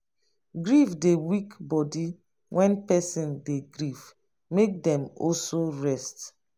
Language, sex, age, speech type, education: Nigerian Pidgin, female, 30-45, spontaneous, tertiary